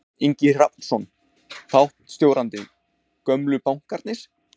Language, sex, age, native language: Icelandic, male, 20-29, Icelandic